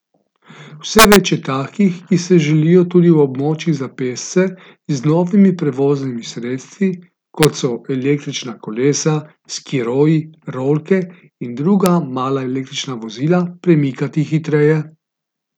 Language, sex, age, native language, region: Slovenian, male, 50-59, Slovenian, Gorica region